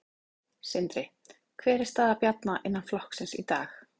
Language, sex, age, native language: Icelandic, female, 30-39, Icelandic